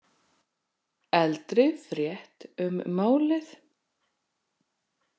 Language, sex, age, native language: Icelandic, female, 40-49, Icelandic